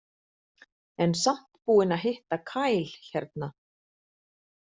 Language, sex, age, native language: Icelandic, female, 40-49, Icelandic